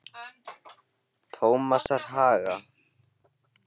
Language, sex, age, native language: Icelandic, male, 18-19, Icelandic